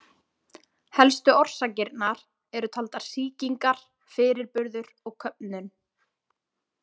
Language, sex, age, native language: Icelandic, female, 20-29, Icelandic